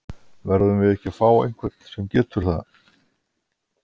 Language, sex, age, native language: Icelandic, male, 50-59, Icelandic